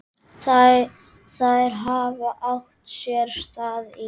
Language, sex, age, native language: Icelandic, female, 20-29, Icelandic